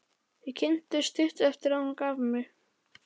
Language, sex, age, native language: Icelandic, male, 11, Icelandic